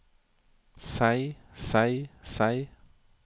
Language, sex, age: Norwegian, male, 31